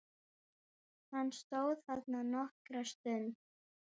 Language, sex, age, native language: Icelandic, male, 9, Icelandic